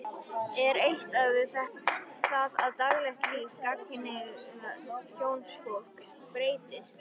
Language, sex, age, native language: Icelandic, female, 13, Icelandic